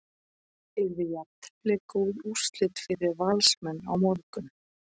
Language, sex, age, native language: Icelandic, female, 40-49, Icelandic